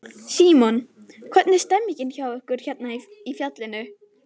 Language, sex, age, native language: Icelandic, other, 11, Icelandic